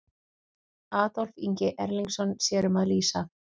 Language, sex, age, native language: Icelandic, female, 40-49, Icelandic